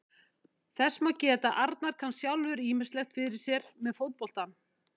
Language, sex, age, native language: Icelandic, female, 50-59, Icelandic